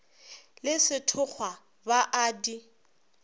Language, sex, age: Northern Sotho, female, 26